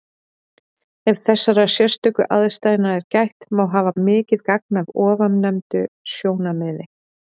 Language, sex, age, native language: Icelandic, female, 40-49, Icelandic